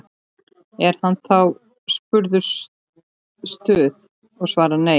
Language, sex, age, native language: Icelandic, female, 13, Icelandic